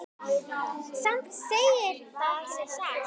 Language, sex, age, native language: Icelandic, female, 10, Icelandic